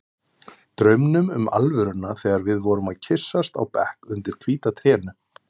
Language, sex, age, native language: Icelandic, male, 30-39, Icelandic